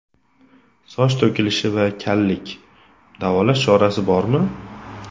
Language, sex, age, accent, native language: Uzbek, male, 25-34, Andijon, Uzbek